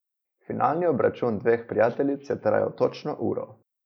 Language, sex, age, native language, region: Slovenian, male, 18-29, Slovenian, Coastal Karst region